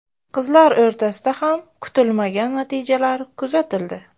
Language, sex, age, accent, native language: Uzbek, female, 25-34, Buxoro, Uzbek